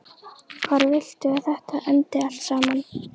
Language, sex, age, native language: Icelandic, other, 12, Icelandic